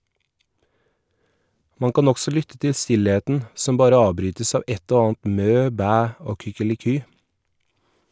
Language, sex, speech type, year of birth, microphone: Norwegian, male, read, 1981, Shure